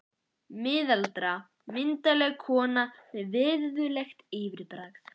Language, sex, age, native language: Icelandic, male, 11, Icelandic